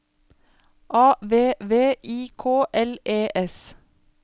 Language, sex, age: Norwegian, female, 27